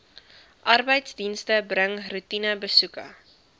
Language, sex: Afrikaans, female